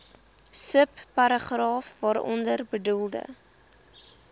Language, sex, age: Afrikaans, female, 20